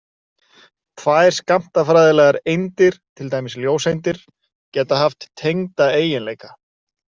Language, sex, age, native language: Icelandic, male, 30-39, Icelandic